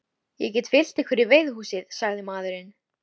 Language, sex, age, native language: Icelandic, female, 13, Icelandic